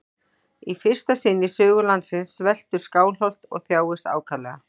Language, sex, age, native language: Icelandic, female, 40-49, Icelandic